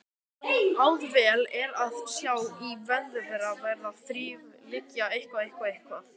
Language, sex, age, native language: Icelandic, male, 18-19, Icelandic